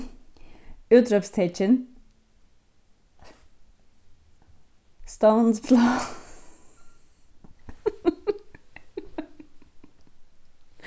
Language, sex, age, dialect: Faroese, female, 15-35, Suðurstreymoy